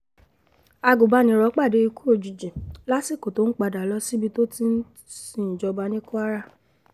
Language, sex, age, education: Yoruba, female, 15-29, tertiary